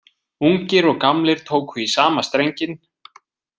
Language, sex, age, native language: Icelandic, male, 20-29, Icelandic